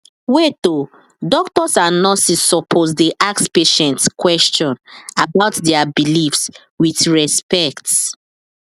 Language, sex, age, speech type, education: Nigerian Pidgin, female, 15-29, spontaneous, tertiary